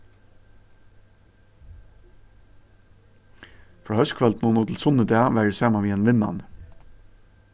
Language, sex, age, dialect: Faroese, male, 15-35, Suðurstreymoy